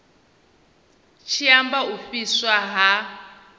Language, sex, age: Venda, female, 19